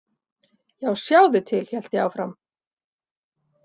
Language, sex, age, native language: Icelandic, female, 40-49, Icelandic